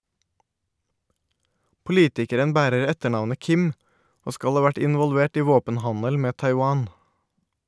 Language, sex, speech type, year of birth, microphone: Norwegian, male, read, 1989, Shure